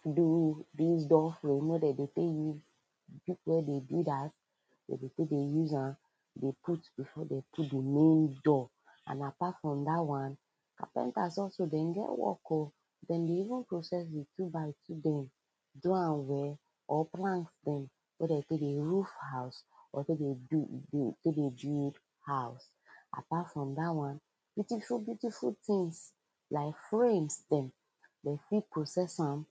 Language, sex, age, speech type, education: Nigerian Pidgin, female, 15-29, spontaneous, tertiary